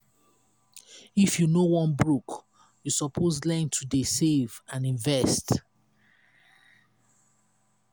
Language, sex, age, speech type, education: Nigerian Pidgin, female, 30-45, spontaneous, tertiary